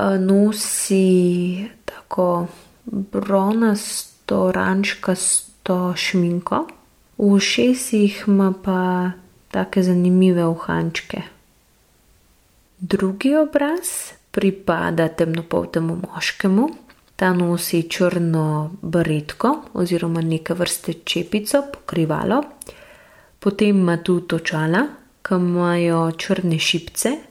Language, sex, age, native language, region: Slovenian, female, 18-29, Slovenian, Gorenjska region